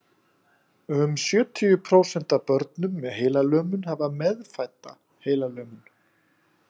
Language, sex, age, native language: Icelandic, male, 40-49, Icelandic